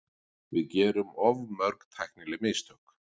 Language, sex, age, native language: Icelandic, male, 40-49, Icelandic